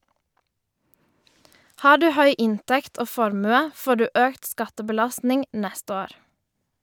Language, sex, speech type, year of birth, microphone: Norwegian, female, read, 1990, Shure